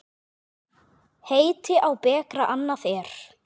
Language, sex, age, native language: Icelandic, male, 8, Icelandic